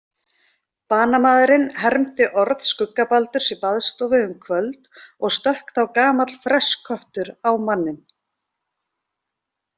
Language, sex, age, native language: Icelandic, female, 40-49, Icelandic